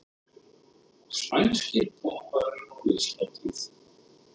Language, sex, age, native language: Icelandic, male, 30-39, Icelandic